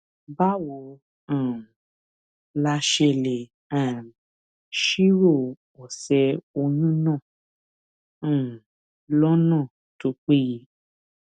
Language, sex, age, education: Yoruba, female, 15-29, tertiary